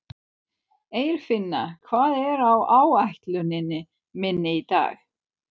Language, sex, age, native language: Icelandic, female, 30-39, Swedish